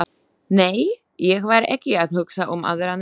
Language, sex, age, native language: Icelandic, female, 20-29, Slovak